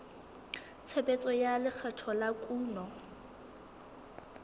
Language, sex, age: Southern Sotho, female, 19